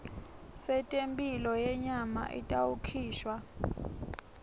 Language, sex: Swati, female